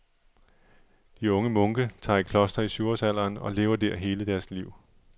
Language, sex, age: Danish, male, 37